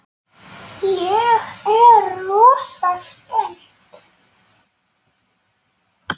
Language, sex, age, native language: Icelandic, male, 9, Polish